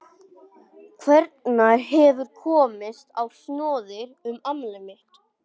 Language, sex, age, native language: Icelandic, male, 18-19, English